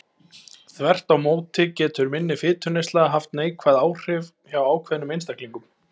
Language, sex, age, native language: Icelandic, male, 20-29, Icelandic